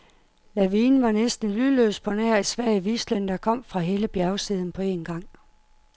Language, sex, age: Danish, female, 51